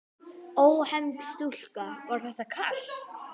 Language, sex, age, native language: Icelandic, male, 10, Icelandic